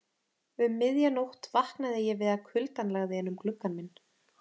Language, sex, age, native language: Icelandic, female, 30-39, Icelandic